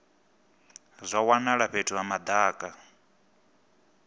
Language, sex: Venda, male